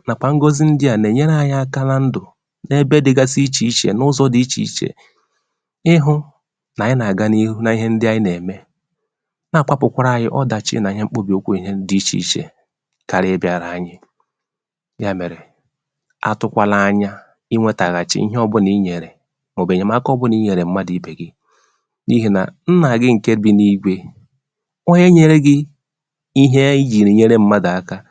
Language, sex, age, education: Igbo, male, 30-45, tertiary